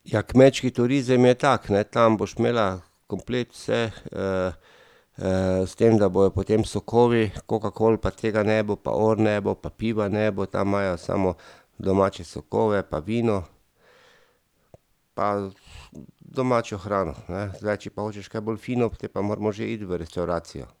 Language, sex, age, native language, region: Slovenian, male, 50-59, Slovenian, Drava region